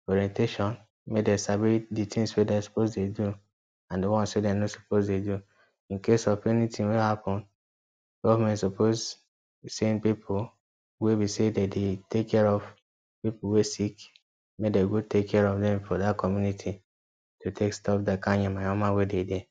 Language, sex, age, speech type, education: Nigerian Pidgin, male, 15-29, spontaneous, tertiary